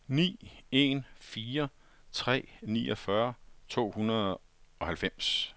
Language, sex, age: Danish, male, 51